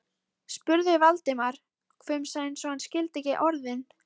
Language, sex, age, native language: Icelandic, female, 13, Icelandic